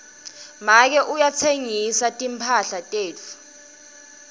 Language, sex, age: Swati, female, 19